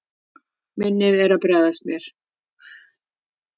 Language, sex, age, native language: Icelandic, female, 50-59, Icelandic